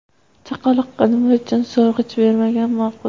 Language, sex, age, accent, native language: Uzbek, female, 25-34, Farg'ona, Uzbek